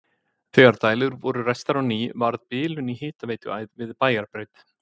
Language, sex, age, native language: Icelandic, male, 50-59, Icelandic